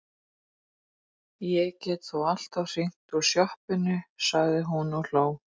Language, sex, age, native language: Icelandic, female, 40-49, Icelandic